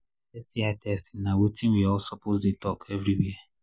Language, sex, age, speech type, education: Nigerian Pidgin, male, 30-45, spontaneous, tertiary